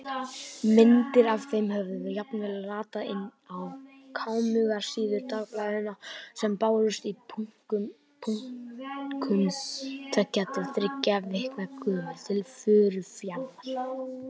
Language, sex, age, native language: Icelandic, male, 18-19, Icelandic